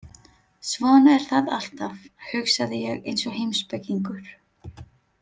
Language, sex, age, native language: Icelandic, female, 30-39, Filipino